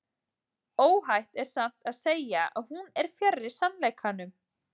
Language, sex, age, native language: Icelandic, female, 40-49, Icelandic